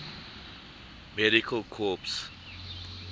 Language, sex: English, male